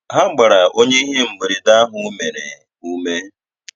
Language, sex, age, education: Igbo, male, 30-45, tertiary